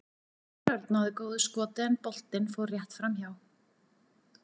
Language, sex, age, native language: Icelandic, female, 40-49, Icelandic